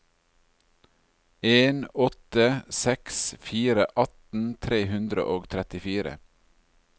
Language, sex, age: Norwegian, male, 40